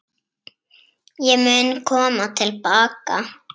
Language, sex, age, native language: Icelandic, female, 7, Icelandic